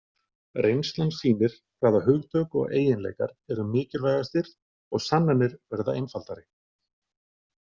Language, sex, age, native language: Icelandic, male, 40-49, Icelandic